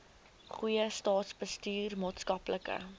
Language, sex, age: Afrikaans, female, 19